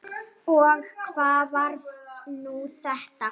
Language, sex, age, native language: Icelandic, female, 8, Icelandic